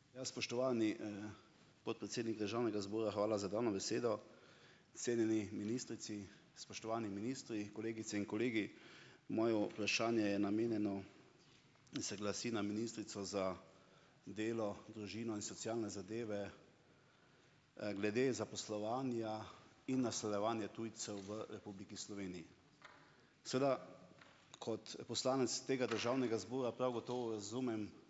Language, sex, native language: Slovenian, male, Slovenian